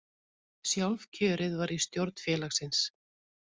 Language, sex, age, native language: Icelandic, female, 50-59, Icelandic